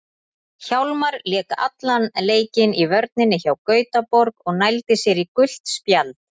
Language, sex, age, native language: Icelandic, female, 30-39, Icelandic